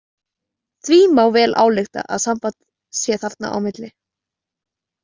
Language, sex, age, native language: Icelandic, female, 20-29, Icelandic